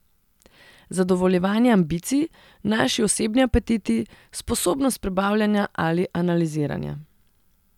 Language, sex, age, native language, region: Slovenian, female, 30-49, Serbian, Central Slovenia